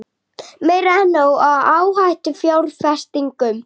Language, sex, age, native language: Icelandic, female, 30-39, Icelandic